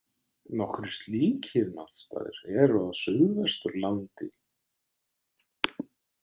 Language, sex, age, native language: Icelandic, male, 60-69, Icelandic